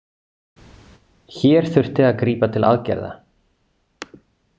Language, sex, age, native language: Icelandic, male, 40-49, Icelandic